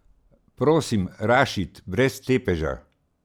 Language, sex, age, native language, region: Slovenian, male, 60+, Slovenian, Central Slovenia